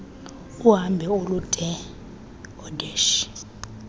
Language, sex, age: Xhosa, female, 23